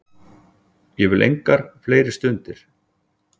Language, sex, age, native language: Icelandic, male, 40-49, Icelandic